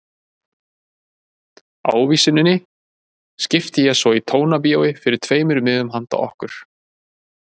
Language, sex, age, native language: Icelandic, male, 30-39, Icelandic